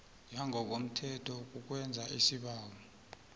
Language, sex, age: South Ndebele, male, 24